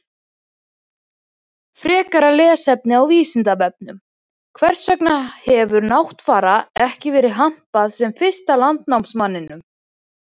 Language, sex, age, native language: Icelandic, female, 20-29, Icelandic